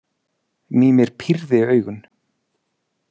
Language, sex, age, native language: Icelandic, male, 40-49, Icelandic